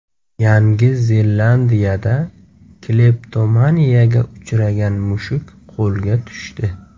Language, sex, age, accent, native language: Uzbek, male, 25-34, Surxondaryo, Uzbek